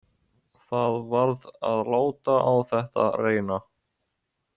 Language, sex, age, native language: Icelandic, male, 18-19, Icelandic